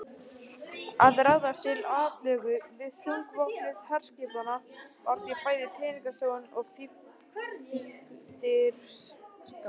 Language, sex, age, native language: Icelandic, male, 18-19, Icelandic